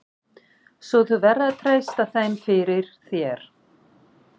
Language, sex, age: Icelandic, female, 40-49